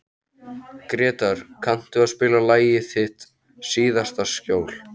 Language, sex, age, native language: Icelandic, male, 13, Icelandic